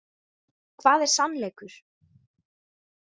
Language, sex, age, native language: Icelandic, female, 20-29, Icelandic